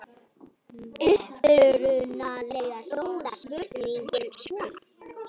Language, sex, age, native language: Icelandic, female, 40-49, Icelandic